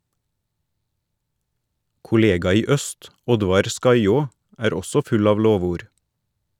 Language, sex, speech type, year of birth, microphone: Norwegian, male, read, 1979, Shure